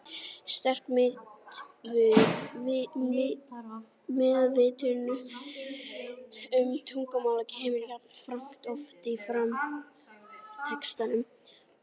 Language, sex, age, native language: Icelandic, female, 40-49, Icelandic